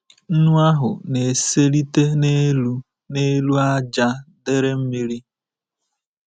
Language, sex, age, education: Igbo, male, 15-29, tertiary